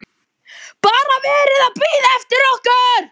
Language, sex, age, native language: Icelandic, male, 11, Icelandic